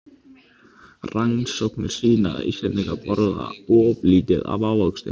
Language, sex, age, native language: Icelandic, male, 15, Icelandic